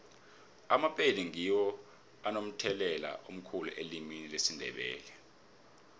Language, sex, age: South Ndebele, male, 26